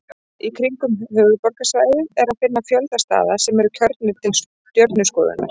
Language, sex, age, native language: Icelandic, female, 30-39, Icelandic